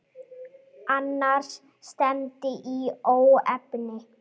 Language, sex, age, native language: Icelandic, female, 8, Icelandic